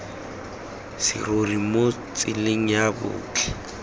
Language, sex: Tswana, male